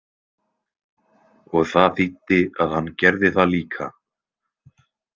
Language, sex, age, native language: Icelandic, male, 20-29, Icelandic